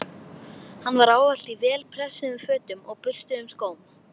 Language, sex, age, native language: Icelandic, female, 12, Icelandic